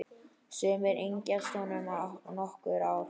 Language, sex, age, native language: Icelandic, male, 10, Icelandic